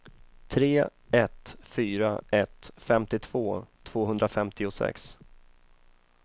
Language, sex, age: Swedish, male, 31